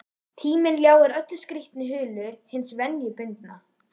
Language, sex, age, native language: Icelandic, female, 11, Icelandic